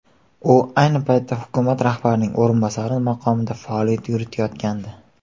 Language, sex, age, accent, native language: Uzbek, male, 18-24, Qashqadaryo, Uzbek